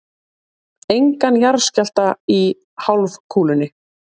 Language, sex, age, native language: Icelandic, female, 30-39, Icelandic